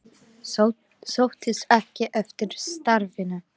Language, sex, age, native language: Icelandic, other, 18-19, Icelandic